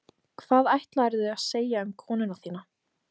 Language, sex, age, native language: Icelandic, female, 15, Icelandic